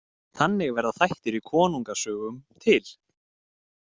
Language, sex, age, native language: Icelandic, male, 20-29, Icelandic